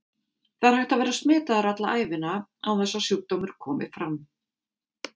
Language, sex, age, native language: Icelandic, female, 50-59, Icelandic